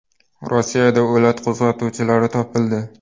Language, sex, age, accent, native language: Uzbek, male, 12-17, Navoiy, Uzbek